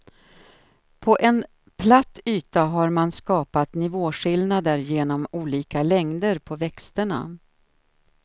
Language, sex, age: Swedish, female, 53